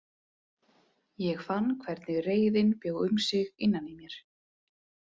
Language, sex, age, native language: Icelandic, female, 30-39, Icelandic